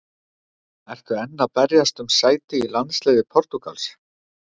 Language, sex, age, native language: Icelandic, male, 50-59, Icelandic